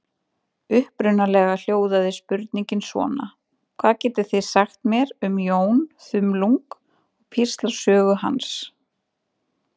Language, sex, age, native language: Icelandic, female, 20-29, Icelandic